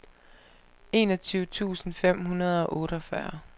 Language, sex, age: Danish, female, 25